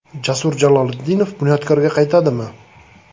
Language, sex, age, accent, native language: Uzbek, male, 25-34, Toshkent shahri, Uzbek